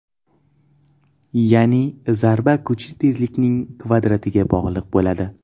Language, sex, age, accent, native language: Uzbek, male, 12-17, Toshkent shahri, Uzbek